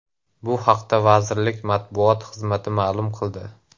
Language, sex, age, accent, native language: Uzbek, male, 18-24, Andijon, Uzbek